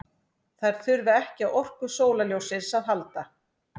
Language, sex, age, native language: Icelandic, female, 40-49, Icelandic